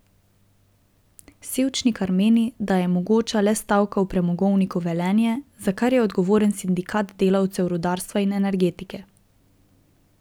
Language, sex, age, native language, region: Slovenian, female, 18-29, Slovenian, Drava region